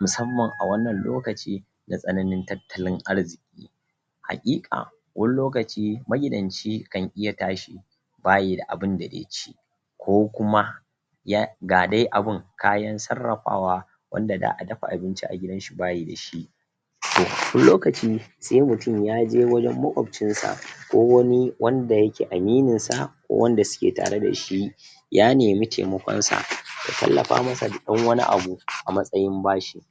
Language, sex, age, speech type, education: Hausa, female, 15-29, spontaneous, tertiary